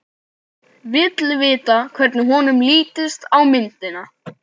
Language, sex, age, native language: Icelandic, male, 12, Icelandic